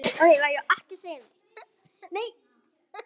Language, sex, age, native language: Icelandic, female, 8, Icelandic